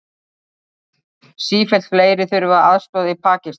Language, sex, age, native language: Icelandic, female, 30-39, Icelandic